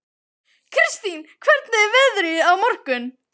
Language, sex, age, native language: Icelandic, female, 12, Icelandic